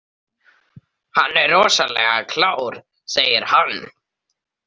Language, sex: Icelandic, male